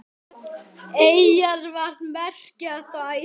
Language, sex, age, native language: Icelandic, male, 9, Icelandic